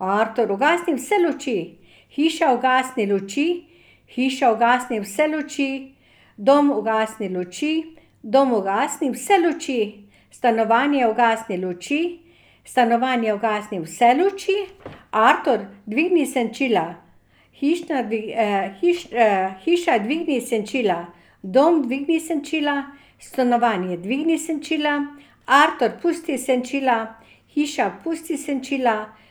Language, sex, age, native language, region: Slovenian, female, 60+, Slovenian, Savinja region